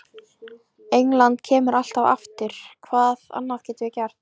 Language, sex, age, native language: Icelandic, female, 14, Icelandic